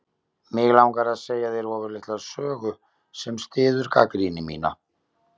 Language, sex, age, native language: Icelandic, male, 50-59, Icelandic